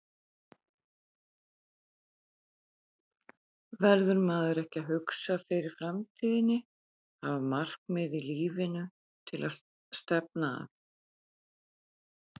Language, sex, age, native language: Icelandic, female, 50-59, Icelandic